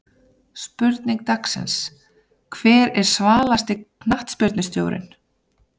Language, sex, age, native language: Icelandic, female, 30-39, Icelandic